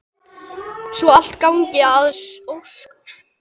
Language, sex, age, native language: Icelandic, male, 10, Icelandic